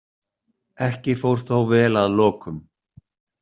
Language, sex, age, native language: Icelandic, male, 60-69, Icelandic